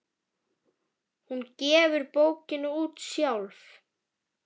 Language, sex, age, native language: Icelandic, male, 10, Icelandic